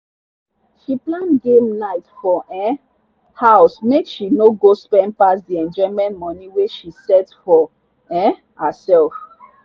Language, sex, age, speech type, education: Nigerian Pidgin, female, 30-45, spontaneous, tertiary